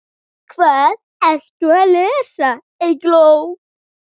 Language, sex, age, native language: Icelandic, male, 9, Icelandic